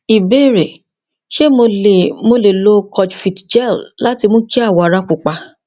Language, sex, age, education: Yoruba, female, 46-60, tertiary